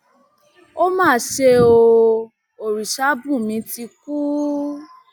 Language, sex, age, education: Yoruba, female, 30-45, tertiary